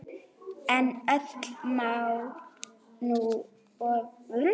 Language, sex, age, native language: Icelandic, female, 9, Icelandic